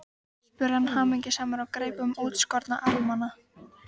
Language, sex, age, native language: Icelandic, female, 13, Icelandic